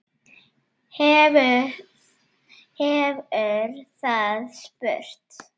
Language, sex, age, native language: Icelandic, other, 8, Icelandic